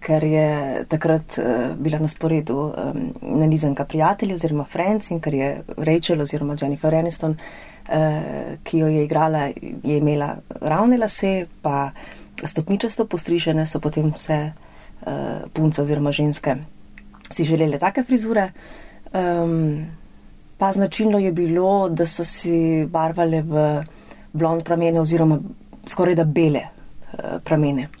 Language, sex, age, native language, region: Slovenian, female, 30-49, Slovenian, Central Slovenia